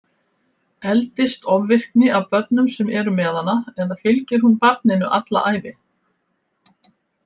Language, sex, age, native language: Icelandic, female, 70-79, Icelandic